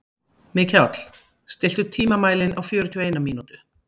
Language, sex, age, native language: Icelandic, female, 50-59, Icelandic